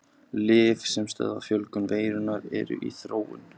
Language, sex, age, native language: Icelandic, male, 20-29, Icelandic